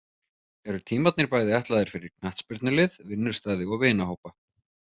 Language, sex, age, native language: Icelandic, male, 30-39, Icelandic